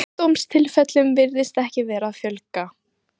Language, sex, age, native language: Icelandic, female, 18-19, Icelandic